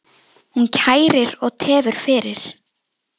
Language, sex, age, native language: Icelandic, female, 10, Icelandic